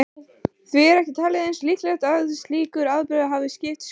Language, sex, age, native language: Icelandic, female, 18-19, Icelandic